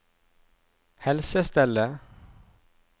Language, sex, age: Norwegian, male, 37